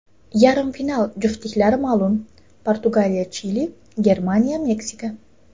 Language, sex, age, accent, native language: Uzbek, female, 18-24, Toshkent shahri, Uzbek